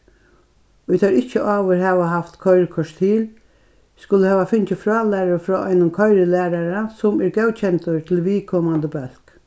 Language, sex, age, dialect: Faroese, female, 61+, Norðurstreymoy/Eysturoy